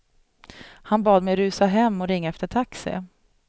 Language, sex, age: Swedish, female, 37